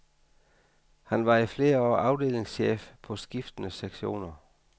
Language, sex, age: Danish, male, 49